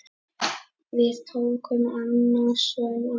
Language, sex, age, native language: Icelandic, male, 10, Icelandic